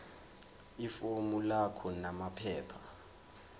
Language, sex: Zulu, male